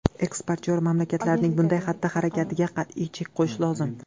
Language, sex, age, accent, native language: Uzbek, male, 18-24, Toshkent viloyati, Uzbek